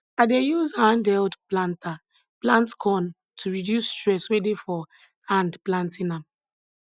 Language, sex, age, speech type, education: Nigerian Pidgin, female, 15-29, spontaneous, tertiary